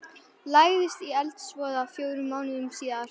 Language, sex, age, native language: Icelandic, female, 11, Icelandic